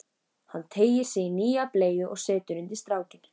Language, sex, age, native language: Icelandic, female, 14, Icelandic